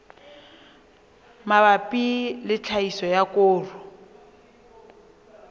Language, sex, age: Southern Sotho, female, 23